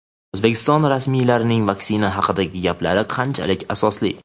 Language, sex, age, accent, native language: Uzbek, male, 18-24, Farg'ona, Uzbek